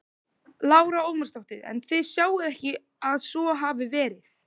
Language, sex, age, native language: Icelandic, male, 12, Icelandic